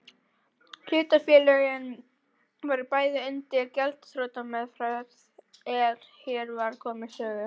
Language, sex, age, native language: Icelandic, female, 12, Icelandic